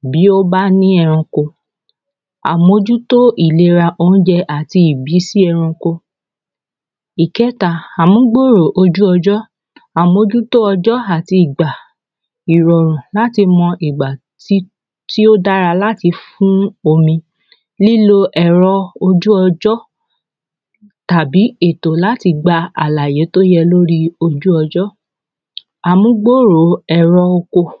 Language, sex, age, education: Yoruba, female, 30-45, secondary